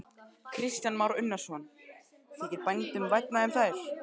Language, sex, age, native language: Icelandic, male, 12, Icelandic